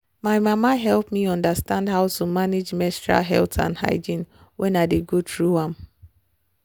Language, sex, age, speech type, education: Nigerian Pidgin, female, 30-45, spontaneous, tertiary